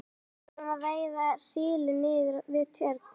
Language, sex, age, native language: Icelandic, female, 11, Icelandic